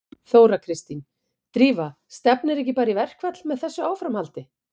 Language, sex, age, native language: Icelandic, female, 50-59, Icelandic